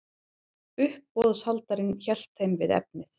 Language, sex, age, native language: Icelandic, female, 40-49, Icelandic